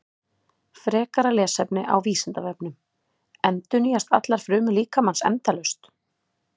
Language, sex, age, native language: Icelandic, female, 30-39, Icelandic